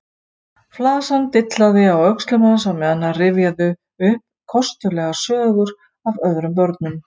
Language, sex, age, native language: Icelandic, female, 50-59, Icelandic